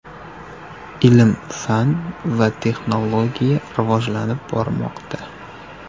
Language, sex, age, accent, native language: Uzbek, male, 18-24, Toshkent viloyati, Uzbek